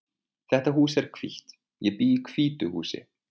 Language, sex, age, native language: Icelandic, male, 20-29, Icelandic